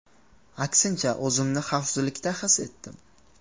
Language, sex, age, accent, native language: Uzbek, male, 18-24, Qashqadaryo, Uzbek